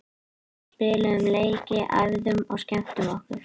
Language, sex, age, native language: Icelandic, male, 18-19, Icelandic